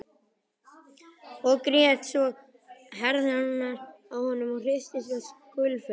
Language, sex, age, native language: Icelandic, male, 11, Icelandic